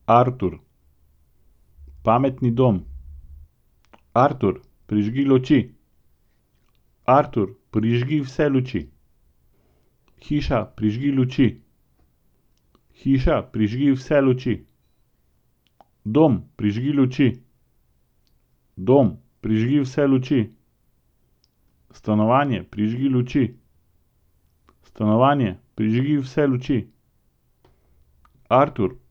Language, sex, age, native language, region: Slovenian, male, 50-59, Slovenian, Central Slovenia